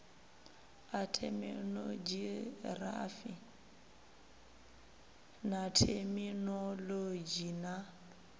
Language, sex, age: Venda, female, 23